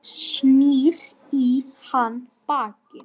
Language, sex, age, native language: Icelandic, male, 10, Icelandic